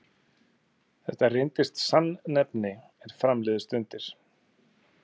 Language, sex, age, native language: Icelandic, male, 30-39, Icelandic